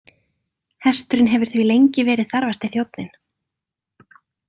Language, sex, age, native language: Icelandic, female, 30-39, Icelandic